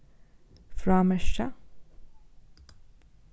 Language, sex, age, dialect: Faroese, female, 15-35, Norðurstreymoy/Eysturoy